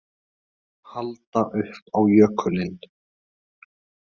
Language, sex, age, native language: Icelandic, male, 20-29, Icelandic